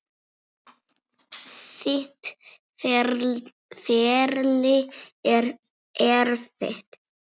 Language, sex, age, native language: Icelandic, female, 6, Icelandic